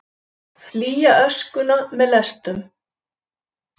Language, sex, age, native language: Icelandic, female, 70-79, Icelandic